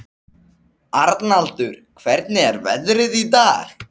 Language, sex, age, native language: Icelandic, male, 13, Icelandic